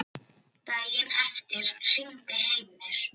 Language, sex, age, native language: Icelandic, female, 10, Icelandic